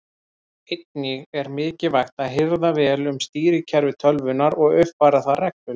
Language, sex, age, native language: Icelandic, male, 30-39, Icelandic